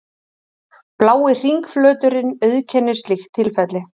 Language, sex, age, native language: Icelandic, female, 30-39, Icelandic